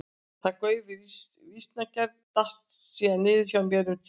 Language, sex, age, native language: Icelandic, female, 60-69, Icelandic